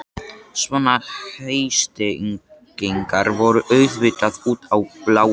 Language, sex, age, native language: Icelandic, male, 13, Icelandic